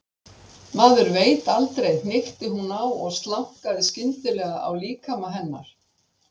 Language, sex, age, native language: Icelandic, female, 60-69, Icelandic